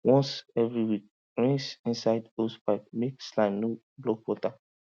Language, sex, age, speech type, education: Nigerian Pidgin, male, 15-29, spontaneous, tertiary